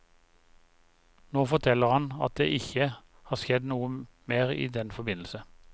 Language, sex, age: Norwegian, male, 51